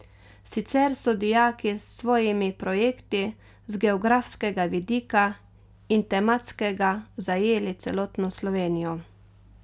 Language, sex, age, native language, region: Slovenian, female, 30-49, Slovenian, Carinthia region